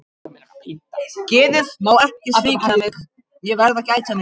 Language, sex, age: Icelandic, other, 50-59